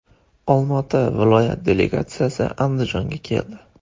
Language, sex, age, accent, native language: Uzbek, male, 18-24, Andijon, Uzbek